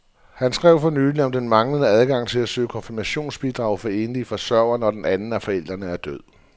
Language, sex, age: Danish, male, 47